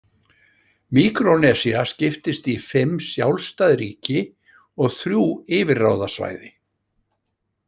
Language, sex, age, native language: Icelandic, male, 60-69, Icelandic